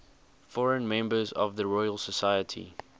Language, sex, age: English, male, 20